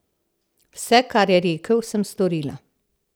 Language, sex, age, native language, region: Slovenian, female, 60+, Slovenian, Central Slovenia